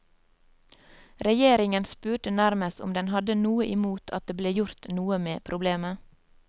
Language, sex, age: Norwegian, female, 27